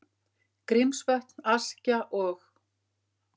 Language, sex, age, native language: Icelandic, female, 50-59, Icelandic